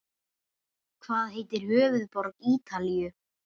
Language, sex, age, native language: Icelandic, female, 30-39, Icelandic